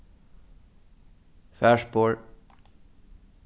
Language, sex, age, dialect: Faroese, male, 15-35, Suðurstreymoy